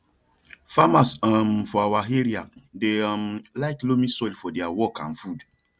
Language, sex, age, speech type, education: Nigerian Pidgin, male, 30-45, spontaneous, tertiary